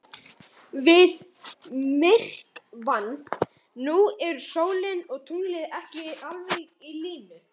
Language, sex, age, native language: Icelandic, male, 18-19, Icelandic